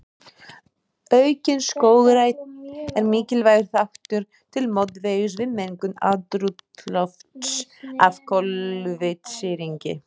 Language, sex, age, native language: Icelandic, female, 30-39, Icelandic